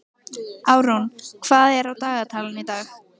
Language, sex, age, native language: Icelandic, female, 15, Icelandic